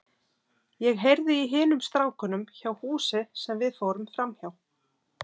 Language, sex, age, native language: Icelandic, female, 30-39, Icelandic